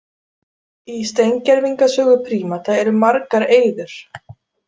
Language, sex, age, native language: Icelandic, female, 40-49, Icelandic